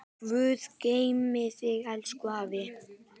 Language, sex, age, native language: Icelandic, male, 9, Icelandic